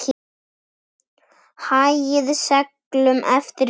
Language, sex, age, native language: Icelandic, female, 10, Icelandic